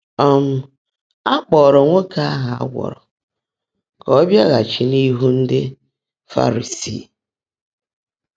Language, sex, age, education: Igbo, female, 30-45, tertiary